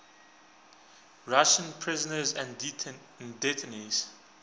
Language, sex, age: English, male, 20